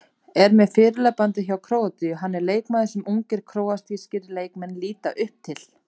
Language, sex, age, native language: Icelandic, female, 30-39, Icelandic